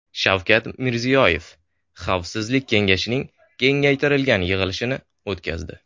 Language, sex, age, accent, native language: Uzbek, male, 18-24, Sirdaryo, Uzbek